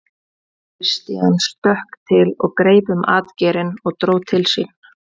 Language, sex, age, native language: Icelandic, female, 20-29, Icelandic